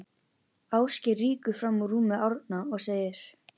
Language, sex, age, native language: Icelandic, female, 11, Icelandic